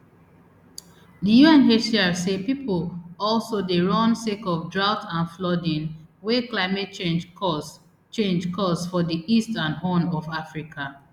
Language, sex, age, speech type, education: Nigerian Pidgin, female, 30-45, spontaneous, tertiary